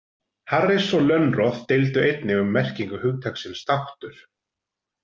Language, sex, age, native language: Icelandic, male, 40-49, Icelandic